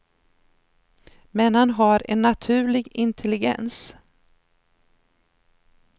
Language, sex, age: Swedish, female, 53